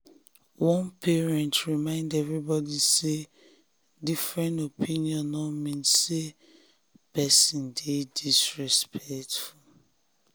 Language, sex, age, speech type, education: Nigerian Pidgin, female, 15-29, spontaneous, tertiary